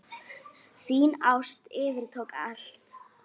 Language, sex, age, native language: Icelandic, female, 9, Icelandic